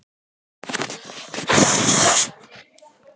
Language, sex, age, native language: Icelandic, male, 13, Icelandic